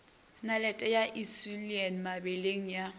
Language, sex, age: Northern Sotho, female, 21